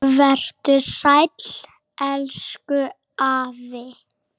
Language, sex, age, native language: Icelandic, female, 7, Icelandic